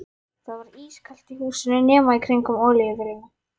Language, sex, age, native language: Icelandic, female, 11, Icelandic